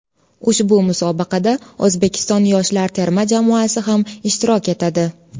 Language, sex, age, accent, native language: Uzbek, female, 18-24, Toshkent shahri, Uzbek